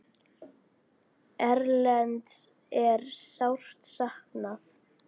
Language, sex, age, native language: Icelandic, female, 9, Icelandic